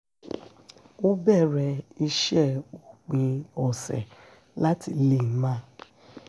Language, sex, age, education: Yoruba, female, 46-60, secondary